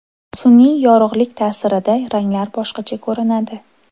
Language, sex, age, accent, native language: Uzbek, female, 18-24, Toshkent shahri, Uzbek